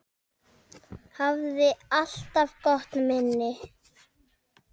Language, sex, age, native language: Icelandic, male, 8, Icelandic